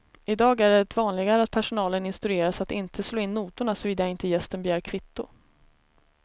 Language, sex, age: Swedish, female, 33